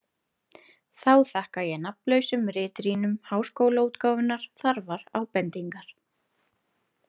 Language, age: Icelandic, 30-39